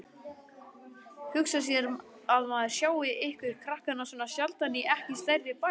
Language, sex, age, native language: Icelandic, male, 20-29, Icelandic